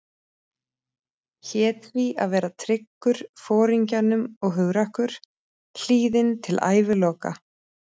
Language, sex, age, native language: Icelandic, female, 30-39, Icelandic